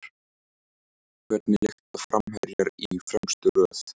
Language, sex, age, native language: Icelandic, male, 14, Icelandic